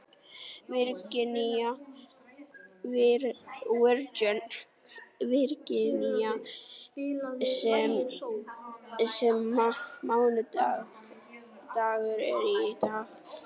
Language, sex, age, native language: Icelandic, female, 40-49, Icelandic